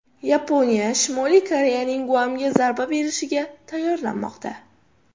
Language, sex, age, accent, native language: Uzbek, female, under 19, Toshkent shahri, Uzbek